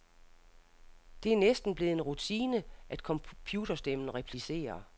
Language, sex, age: Danish, female, 60